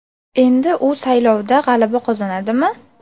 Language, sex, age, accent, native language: Uzbek, female, 18-24, Farg'ona, Uzbek